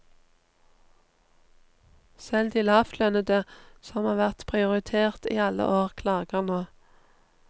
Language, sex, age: Norwegian, female, 39